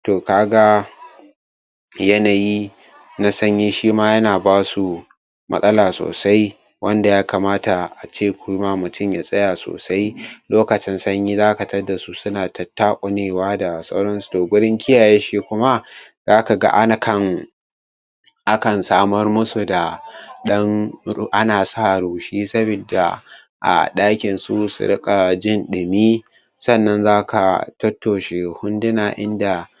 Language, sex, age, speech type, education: Hausa, male, 15-29, spontaneous, tertiary